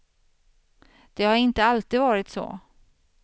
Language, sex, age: Swedish, female, 50